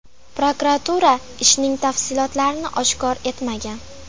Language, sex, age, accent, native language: Uzbek, female, 12-17, Farg'ona, Uzbek